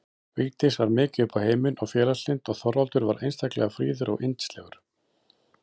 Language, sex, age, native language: Icelandic, male, 40-49, Icelandic